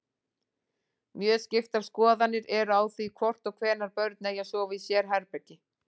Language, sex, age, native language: Icelandic, female, 40-49, Icelandic